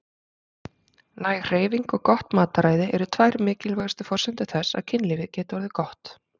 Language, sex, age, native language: Icelandic, female, 30-39, Icelandic